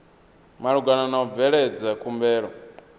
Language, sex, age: Venda, male, 22